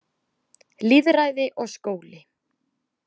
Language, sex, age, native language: Icelandic, female, 20-29, Icelandic